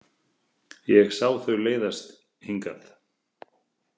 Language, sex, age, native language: Icelandic, male, 30-39, Icelandic